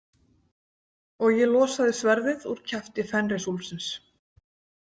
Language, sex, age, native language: Icelandic, female, 40-49, Icelandic